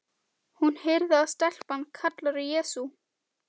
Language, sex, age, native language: Icelandic, female, 12, Icelandic